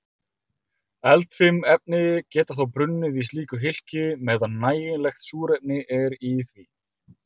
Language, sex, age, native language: Icelandic, male, 30-39, Icelandic